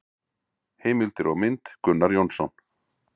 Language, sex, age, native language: Icelandic, male, 40-49, Icelandic